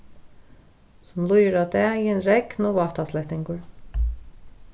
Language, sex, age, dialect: Faroese, female, 36-60, Norðurstreymoy/Eysturoy